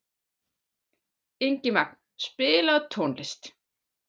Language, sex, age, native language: Icelandic, female, 40-49, German